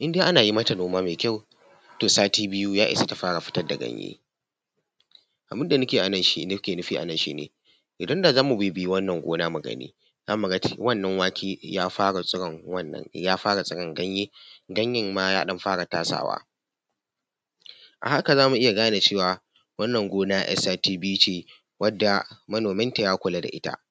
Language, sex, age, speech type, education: Hausa, male, 15-29, spontaneous, tertiary